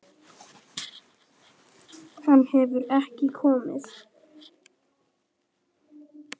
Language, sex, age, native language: Icelandic, male, 10, Icelandic